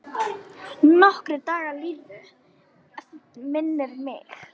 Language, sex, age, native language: Icelandic, female, 9, Icelandic